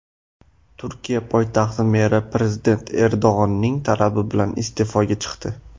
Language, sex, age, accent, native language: Uzbek, male, under 19, Farg'ona, Uzbek